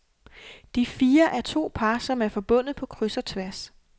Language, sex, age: Danish, female, 28